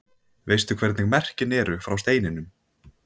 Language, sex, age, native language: Icelandic, male, 20-29, Icelandic